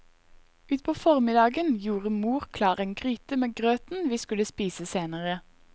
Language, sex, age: Norwegian, female, 21